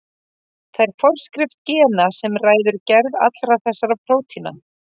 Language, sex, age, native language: Icelandic, female, 30-39, Icelandic